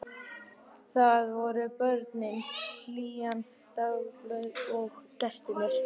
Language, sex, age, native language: Icelandic, male, 11, Icelandic